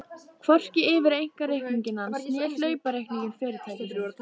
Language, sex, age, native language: Icelandic, female, 13, Icelandic